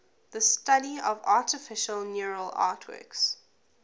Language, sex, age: English, female, 20